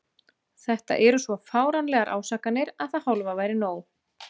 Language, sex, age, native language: Icelandic, female, 30-39, Icelandic